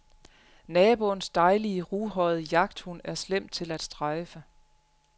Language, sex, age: Danish, female, 35